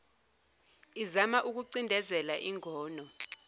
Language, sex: Zulu, female